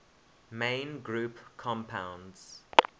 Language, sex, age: English, male, 21